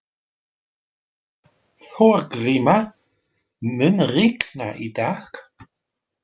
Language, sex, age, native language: Icelandic, male, 40-49, Dutch